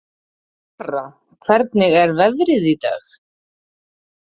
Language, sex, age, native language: Icelandic, female, 30-39, Icelandic